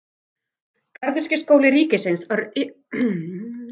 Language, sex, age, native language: Icelandic, female, 50-59, Icelandic